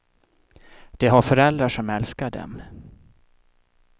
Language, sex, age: Swedish, male, 37